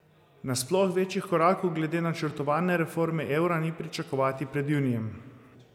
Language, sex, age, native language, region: Slovenian, male, 30-49, Slovenian, Zasavska region